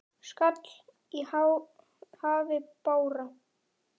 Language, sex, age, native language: Icelandic, male, 9, Icelandic